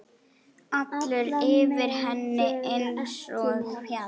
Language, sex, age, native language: Icelandic, female, 8, Icelandic